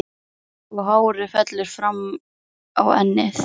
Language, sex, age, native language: Icelandic, female, 11, Icelandic